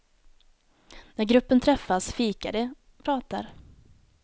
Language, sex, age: Swedish, female, 19